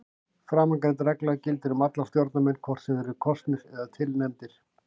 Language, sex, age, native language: Icelandic, male, 50-59, Icelandic